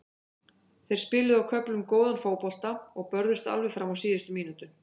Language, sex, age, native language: Icelandic, female, 50-59, Icelandic